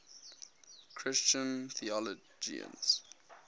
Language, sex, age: English, male, 19